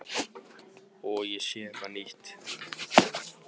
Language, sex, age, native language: Icelandic, male, 18-19, Icelandic